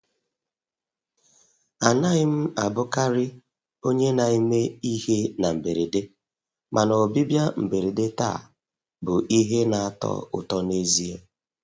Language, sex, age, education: Igbo, female, 15-29, tertiary